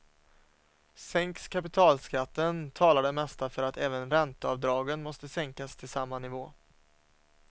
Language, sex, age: Swedish, male, 27